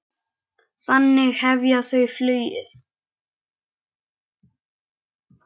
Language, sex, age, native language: Icelandic, male, 10, Icelandic